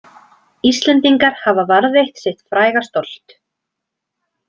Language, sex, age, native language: Icelandic, female, 20-29, Icelandic